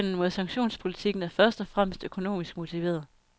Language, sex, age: Danish, female, 32